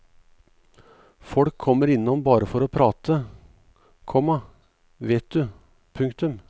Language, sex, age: Norwegian, male, 38